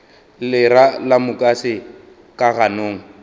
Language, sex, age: Northern Sotho, male, 22